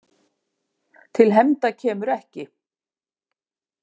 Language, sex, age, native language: Icelandic, female, 50-59, Icelandic